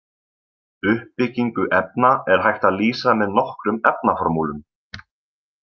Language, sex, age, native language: Icelandic, male, 20-29, Icelandic